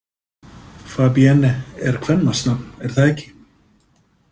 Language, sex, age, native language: Icelandic, male, 50-59, Icelandic